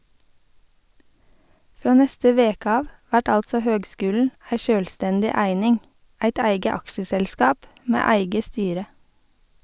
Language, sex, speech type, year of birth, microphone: Norwegian, female, read, 1988, Sennheiser